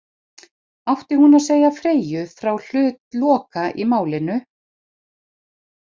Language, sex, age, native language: Icelandic, female, 50-59, Icelandic